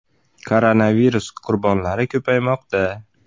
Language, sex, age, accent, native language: Uzbek, male, 35+, Andijon, Uzbek